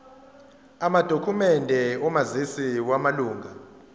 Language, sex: Zulu, female